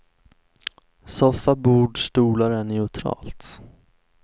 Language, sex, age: Swedish, male, 19